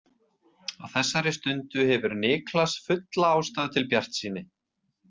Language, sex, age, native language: Icelandic, male, 30-39, Icelandic